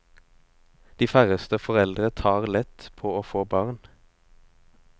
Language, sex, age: Norwegian, male, 25